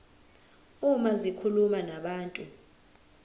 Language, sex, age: Zulu, female, 20